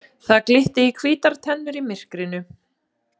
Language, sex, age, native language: Icelandic, female, 20-29, Icelandic